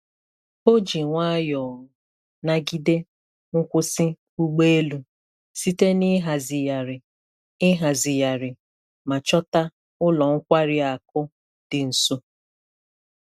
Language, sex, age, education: Igbo, female, 30-45, tertiary